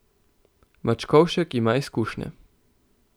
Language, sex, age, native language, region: Slovenian, male, 18-29, Slovenian, Central Slovenia